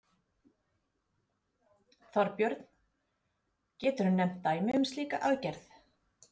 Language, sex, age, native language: Icelandic, female, 40-49, Icelandic